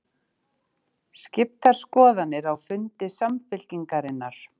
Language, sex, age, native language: Icelandic, female, 30-39, Icelandic